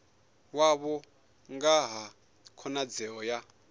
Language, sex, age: Venda, male, 21